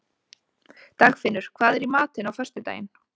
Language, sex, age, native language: Icelandic, female, 20-29, Icelandic